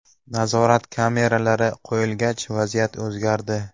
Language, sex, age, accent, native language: Uzbek, male, 19-29, Namangan, Uzbek